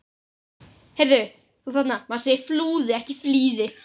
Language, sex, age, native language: Icelandic, female, 10, Icelandic